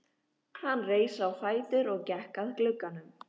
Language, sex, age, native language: Icelandic, female, 13, Icelandic